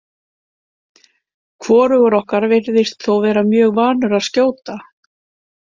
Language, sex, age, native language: Icelandic, female, 50-59, Icelandic